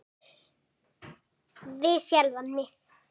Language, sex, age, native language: Icelandic, female, 7, Icelandic